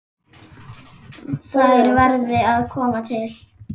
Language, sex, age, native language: Icelandic, female, 10, Icelandic